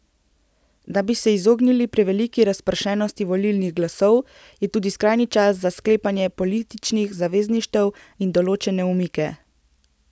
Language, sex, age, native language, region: Slovenian, female, 18-29, Slovenian, Central Slovenia